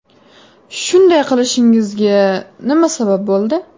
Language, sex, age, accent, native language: Uzbek, female, 18-24, Farg'ona, Uzbek